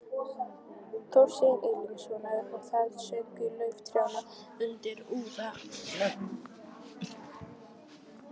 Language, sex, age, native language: Icelandic, female, 12, Icelandic